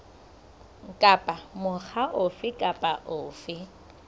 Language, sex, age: Southern Sotho, female, 25